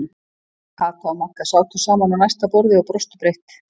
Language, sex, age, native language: Icelandic, female, 50-59, Icelandic